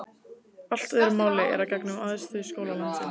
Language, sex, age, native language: Icelandic, female, 15, Icelandic